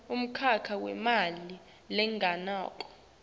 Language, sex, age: Swati, female, 19